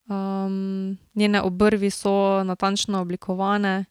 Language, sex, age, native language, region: Slovenian, female, 18-29, Slovenian, Drava region